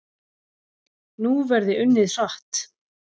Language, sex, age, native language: Icelandic, female, 40-49, Icelandic